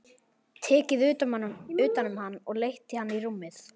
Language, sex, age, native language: Icelandic, male, 11, Icelandic